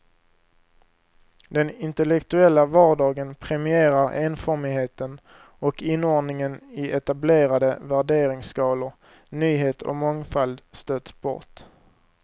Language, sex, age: Swedish, male, 23